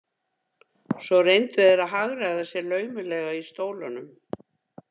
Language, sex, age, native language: Icelandic, female, 50-59, Icelandic